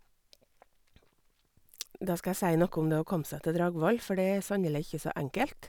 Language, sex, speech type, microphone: Norwegian, female, spontaneous, Sennheiser